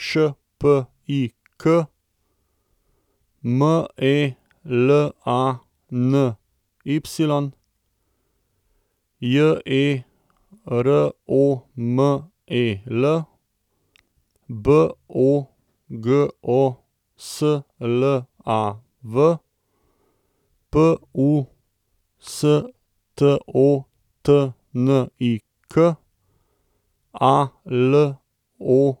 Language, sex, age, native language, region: Slovenian, male, 30-49, Slovenian, Central Slovenia